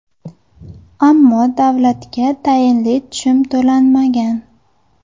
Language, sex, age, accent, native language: Uzbek, female, 19-29, Farg'ona, Uzbek